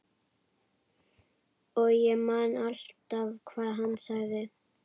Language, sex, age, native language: Icelandic, female, 11, Icelandic